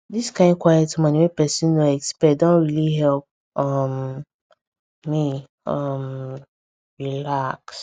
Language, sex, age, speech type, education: Nigerian Pidgin, female, 15-29, spontaneous, secondary